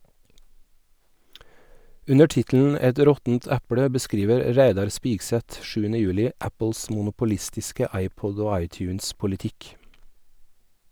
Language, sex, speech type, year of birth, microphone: Norwegian, male, read, 1981, Sennheiser